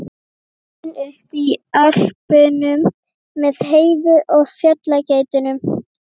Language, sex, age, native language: Icelandic, female, 12, Icelandic